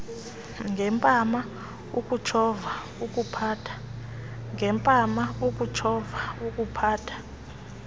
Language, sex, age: Xhosa, female, 22